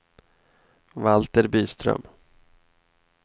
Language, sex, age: Swedish, male, 28